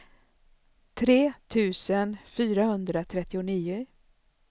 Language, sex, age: Swedish, female, 64